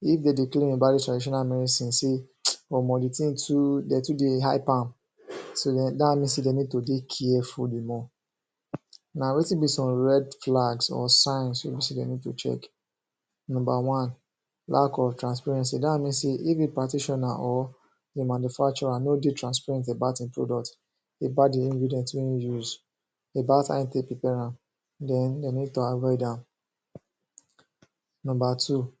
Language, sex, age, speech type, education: Nigerian Pidgin, male, 15-29, spontaneous, secondary